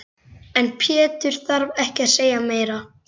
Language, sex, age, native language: Icelandic, male, 11, Icelandic